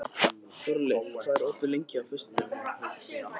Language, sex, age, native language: Icelandic, male, 13, Icelandic